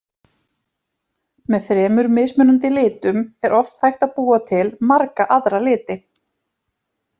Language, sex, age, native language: Icelandic, female, 30-39, Icelandic